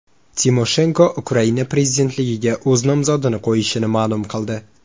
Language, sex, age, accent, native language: Uzbek, male, 18-24, Toshkent shahri, Uzbek